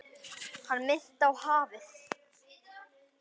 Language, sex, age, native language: Icelandic, male, 9, Icelandic